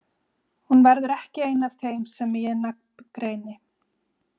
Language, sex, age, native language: Icelandic, female, 40-49, Icelandic